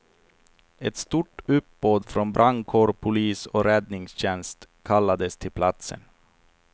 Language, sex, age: Swedish, male, 28